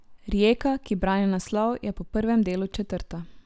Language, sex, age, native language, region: Slovenian, male, 18-29, Slovenian, Drava region